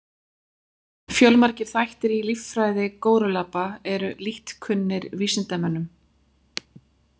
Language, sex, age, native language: Icelandic, female, 40-49, Icelandic